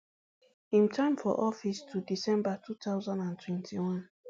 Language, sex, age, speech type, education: Nigerian Pidgin, female, 15-29, spontaneous, tertiary